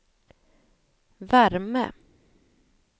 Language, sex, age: Swedish, female, 28